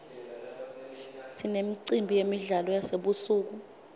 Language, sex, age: Swati, female, 25